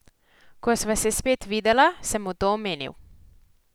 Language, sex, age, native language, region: Slovenian, female, 18-29, Slovenian, Posavska region